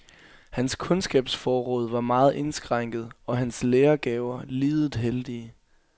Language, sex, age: Danish, male, 22